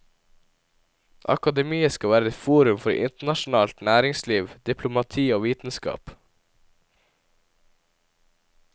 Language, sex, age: Norwegian, male, 17